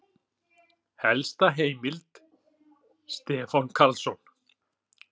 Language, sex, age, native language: Icelandic, male, 40-49, Icelandic